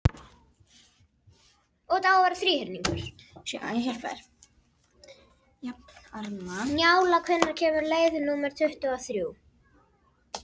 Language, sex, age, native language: Icelandic, female, 11, Icelandic